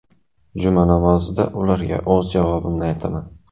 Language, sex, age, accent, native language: Uzbek, male, 18-24, Qashqadaryo, Uzbek